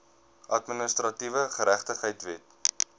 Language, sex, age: Afrikaans, male, 22